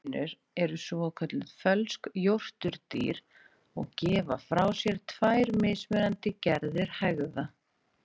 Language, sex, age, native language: Icelandic, female, 30-39, Icelandic